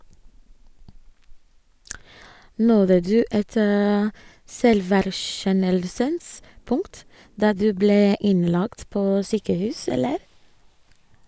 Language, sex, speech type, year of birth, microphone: Norwegian, female, read, 1986, Sennheiser